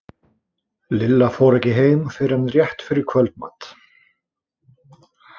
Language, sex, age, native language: Icelandic, male, 20-29, Icelandic